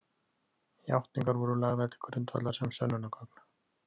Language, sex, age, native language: Icelandic, male, 30-39, Icelandic